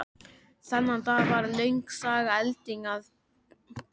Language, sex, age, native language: Icelandic, male, 13, Icelandic